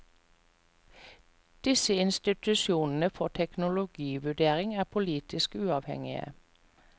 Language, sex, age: Norwegian, female, 45